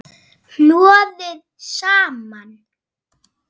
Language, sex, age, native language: Icelandic, female, 7, Icelandic